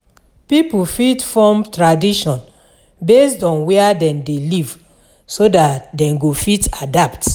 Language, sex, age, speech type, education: Nigerian Pidgin, female, 46-60, spontaneous, tertiary